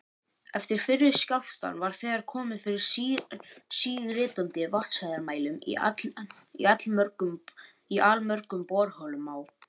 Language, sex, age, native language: Icelandic, male, 18-19, Icelandic